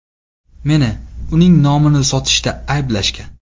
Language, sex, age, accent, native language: Uzbek, male, 18-24, Namangan, Uzbek